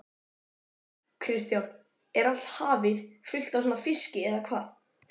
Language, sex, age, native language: Icelandic, male, 12, Icelandic